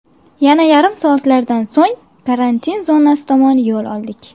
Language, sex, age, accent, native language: Uzbek, female, 19-29, Jizzax, Uzbek